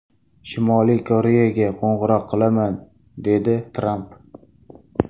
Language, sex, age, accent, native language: Uzbek, male, 18-24, Samarqand, Uzbek